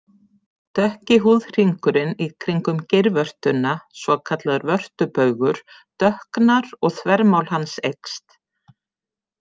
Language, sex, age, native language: Icelandic, female, 50-59, Icelandic